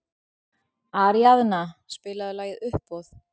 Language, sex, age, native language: Icelandic, female, 40-49, Icelandic